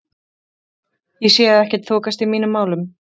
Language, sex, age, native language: Icelandic, female, 30-39, Icelandic